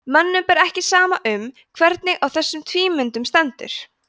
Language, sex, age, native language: Icelandic, female, 20-29, Icelandic